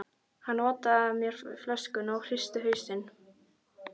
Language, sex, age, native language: Icelandic, female, 12, Icelandic